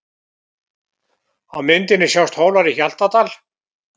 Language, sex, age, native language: Icelandic, male, 70-79, Icelandic